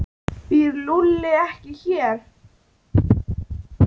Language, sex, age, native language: Icelandic, female, 9, Icelandic